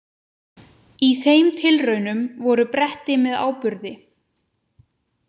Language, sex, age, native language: Icelandic, female, 20-29, Icelandic